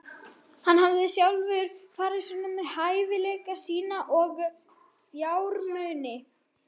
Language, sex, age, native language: Icelandic, female, 30-39, Swedish